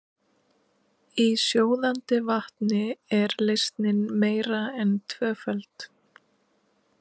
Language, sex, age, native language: Icelandic, female, 30-39, Icelandic